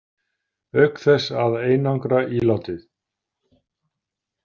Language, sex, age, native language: Icelandic, male, 50-59, Icelandic